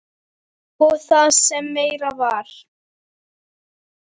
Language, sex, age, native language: Icelandic, female, 10, Icelandic